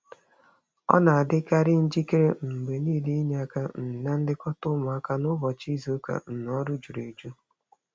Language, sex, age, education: Igbo, female, 30-45, tertiary